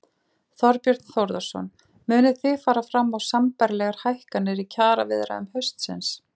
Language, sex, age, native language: Icelandic, female, 40-49, Icelandic